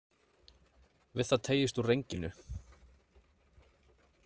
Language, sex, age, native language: Icelandic, male, 30-39, Icelandic